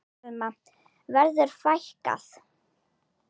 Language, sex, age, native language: Icelandic, female, 9, Icelandic